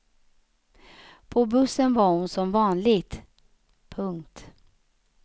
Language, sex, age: Swedish, female, 35